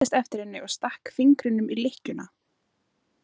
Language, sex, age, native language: Icelandic, female, 20-29, Icelandic